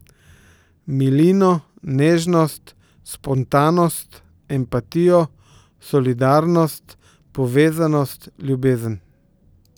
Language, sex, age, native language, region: Slovenian, male, 50-59, Slovenian, Central Slovenia